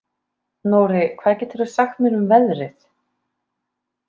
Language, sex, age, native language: Icelandic, female, 30-39, Icelandic